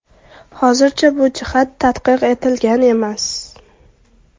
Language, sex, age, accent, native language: Uzbek, female, 12-17, Toshkent viloyati, Uzbek